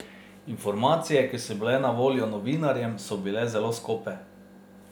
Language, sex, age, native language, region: Slovenian, male, 30-49, Slovenian, Drava region